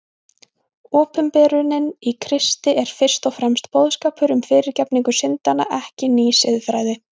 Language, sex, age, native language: Icelandic, female, 20-29, Icelandic